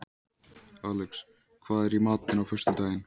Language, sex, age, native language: Icelandic, male, 14, Icelandic